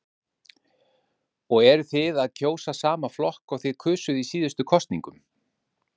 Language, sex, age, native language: Icelandic, male, 50-59, Icelandic